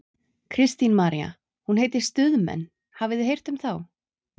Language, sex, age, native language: Icelandic, female, 30-39, Icelandic